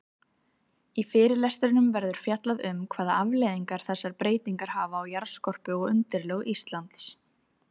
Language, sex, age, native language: Icelandic, female, 30-39, Icelandic